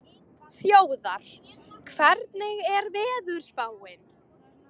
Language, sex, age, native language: Icelandic, female, 18-19, Icelandic